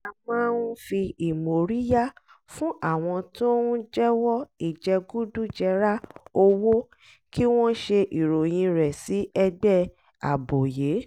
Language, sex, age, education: Yoruba, female, 30-45, tertiary